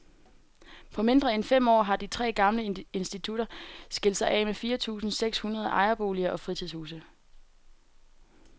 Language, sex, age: Danish, female, 18